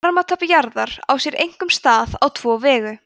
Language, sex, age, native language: Icelandic, female, 20-29, Icelandic